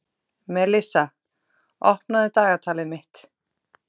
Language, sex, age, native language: Icelandic, female, 30-39, Icelandic